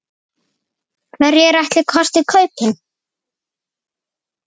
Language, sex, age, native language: Icelandic, female, 8, Icelandic